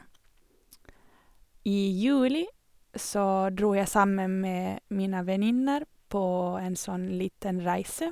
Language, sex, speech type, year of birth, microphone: Norwegian, female, spontaneous, 1987, Sennheiser